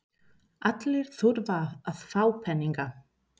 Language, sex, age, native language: Icelandic, female, 30-39, Spanish